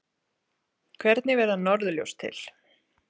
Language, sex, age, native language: Icelandic, female, 30-39, Icelandic